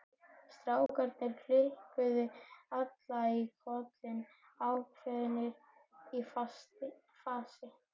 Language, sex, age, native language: Icelandic, male, 12, Icelandic